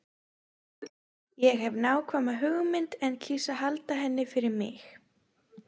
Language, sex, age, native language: Icelandic, female, 20-29, Icelandic